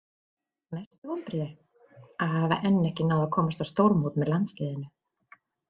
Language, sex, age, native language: Icelandic, female, 40-49, Icelandic